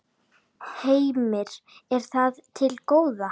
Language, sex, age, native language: Icelandic, female, 10, Icelandic